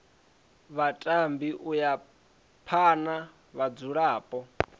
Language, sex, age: Venda, male, 20